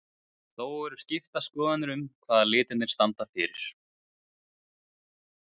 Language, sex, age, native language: Icelandic, male, 20-29, Icelandic